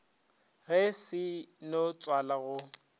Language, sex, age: Northern Sotho, male, 30